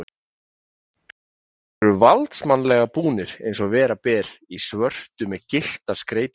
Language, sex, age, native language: Icelandic, male, 30-39, Icelandic